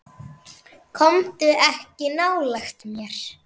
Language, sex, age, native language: Icelandic, female, 9, Icelandic